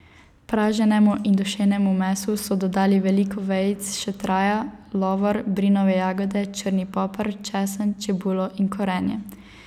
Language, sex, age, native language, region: Slovenian, female, 18-29, Slovenian, Savinja region